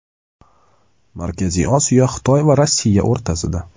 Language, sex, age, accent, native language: Uzbek, male, 18-24, Andijon, Uzbek